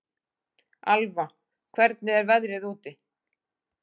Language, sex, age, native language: Icelandic, female, 40-49, Icelandic